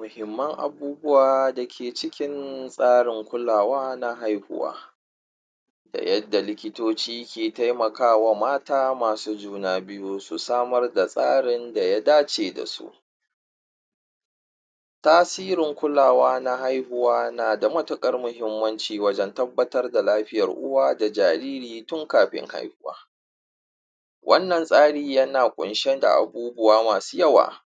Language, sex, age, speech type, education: Hausa, male, 30-45, spontaneous, tertiary